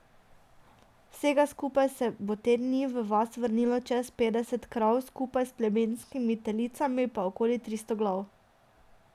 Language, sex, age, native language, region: Slovenian, female, 18-29, Slovenian, Drava region